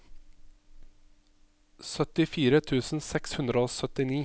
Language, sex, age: Norwegian, male, 27